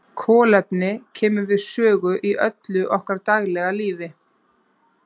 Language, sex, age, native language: Icelandic, female, 30-39, Icelandic